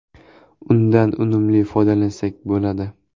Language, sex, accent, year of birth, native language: Uzbek, male, Jizzax, 2004, Uzbek